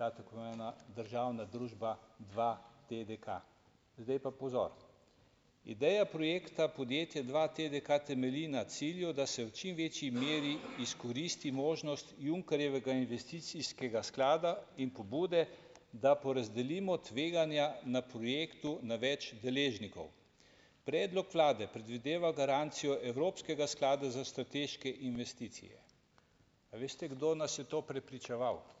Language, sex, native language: Slovenian, male, Slovenian